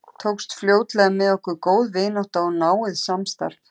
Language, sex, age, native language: Icelandic, male, 13, Icelandic